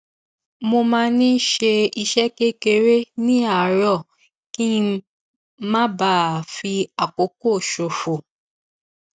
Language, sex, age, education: Yoruba, female, 15-29, tertiary